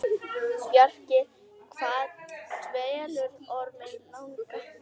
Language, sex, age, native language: Icelandic, female, 10, Icelandic